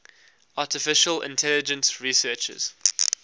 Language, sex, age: English, male, 19